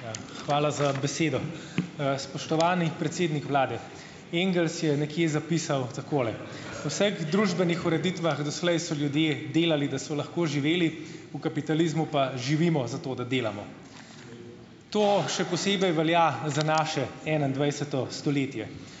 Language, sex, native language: Slovenian, male, Slovenian